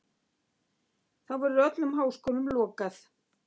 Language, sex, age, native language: Icelandic, female, 60-69, Icelandic